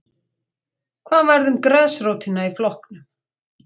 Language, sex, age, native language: Icelandic, female, 40-49, Icelandic